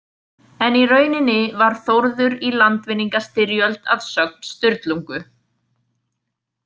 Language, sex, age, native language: Icelandic, female, 20-29, Icelandic